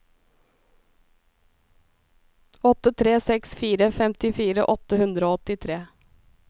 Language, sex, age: Norwegian, female, 37